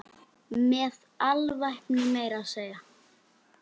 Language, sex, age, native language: Icelandic, male, 8, Icelandic